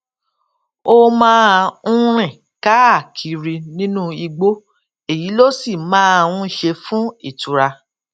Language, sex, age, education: Yoruba, female, 46-60, tertiary